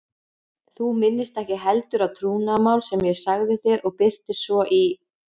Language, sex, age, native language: Icelandic, female, 40-49, Icelandic